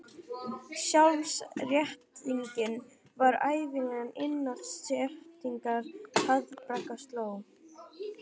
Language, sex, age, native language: Icelandic, female, 11, Icelandic